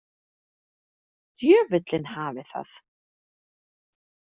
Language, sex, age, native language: Icelandic, female, 30-39, Icelandic